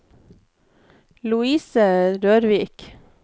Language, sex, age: Norwegian, female, 29